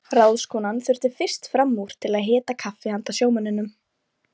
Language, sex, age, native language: Icelandic, female, 20-29, Icelandic